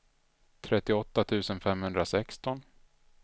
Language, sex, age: Swedish, male, 33